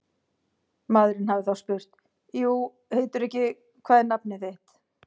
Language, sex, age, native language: Icelandic, female, 50-59, Icelandic